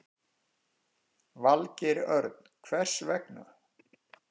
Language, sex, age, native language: Icelandic, male, 50-59, Icelandic